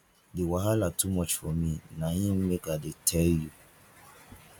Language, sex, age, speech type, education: Nigerian Pidgin, male, 15-29, spontaneous, tertiary